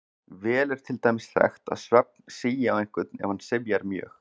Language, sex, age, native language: Icelandic, male, 40-49, Icelandic